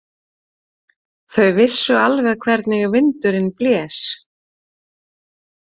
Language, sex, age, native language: Icelandic, female, 40-49, Icelandic